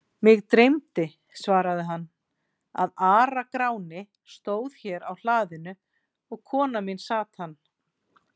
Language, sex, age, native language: Icelandic, female, 40-49, Icelandic